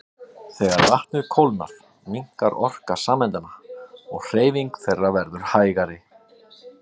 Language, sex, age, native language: Icelandic, male, 50-59, Icelandic